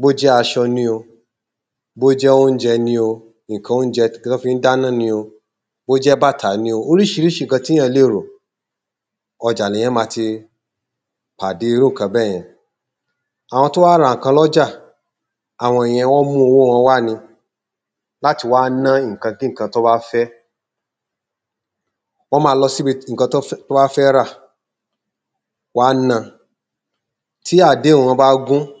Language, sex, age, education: Yoruba, male, 30-45, tertiary